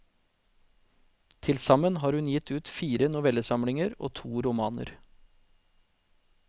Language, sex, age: Norwegian, male, 40